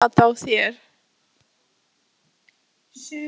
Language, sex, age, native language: Icelandic, female, 15, Icelandic